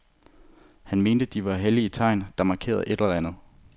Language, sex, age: Danish, male, 25